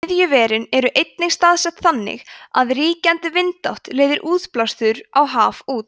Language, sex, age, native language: Icelandic, female, 20-29, Icelandic